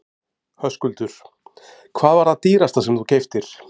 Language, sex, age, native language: Icelandic, male, 50-59, Icelandic